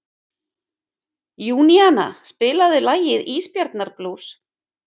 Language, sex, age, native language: Icelandic, female, 50-59, Icelandic